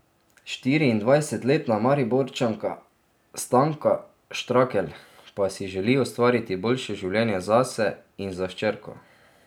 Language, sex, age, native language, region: Slovenian, male, 30-49, Slovenian, Drava region